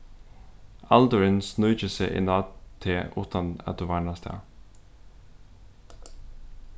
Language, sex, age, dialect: Faroese, male, 15-35, Suðurstreymoy